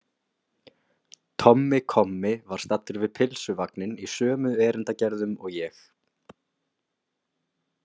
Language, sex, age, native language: Icelandic, male, 20-29, Icelandic